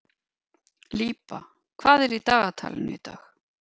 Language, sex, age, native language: Icelandic, female, 50-59, Icelandic